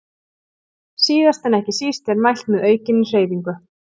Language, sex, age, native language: Icelandic, female, 40-49, Icelandic